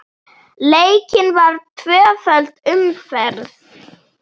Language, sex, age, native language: Icelandic, female, 8, Icelandic